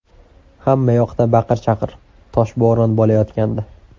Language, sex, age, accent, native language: Uzbek, male, 18-24, Andijon, Uzbek